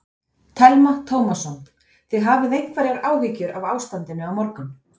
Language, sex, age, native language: Icelandic, female, 30-39, Icelandic